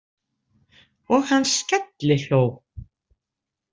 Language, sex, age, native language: Icelandic, female, 60-69, Icelandic